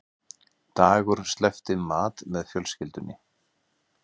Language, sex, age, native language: Icelandic, male, 50-59, Icelandic